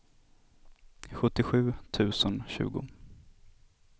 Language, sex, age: Swedish, male, 27